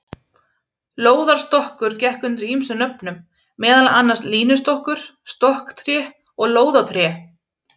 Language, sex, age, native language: Icelandic, female, 30-39, Icelandic